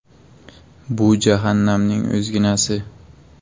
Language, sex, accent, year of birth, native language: Uzbek, male, Buxoro, 2002, Uzbek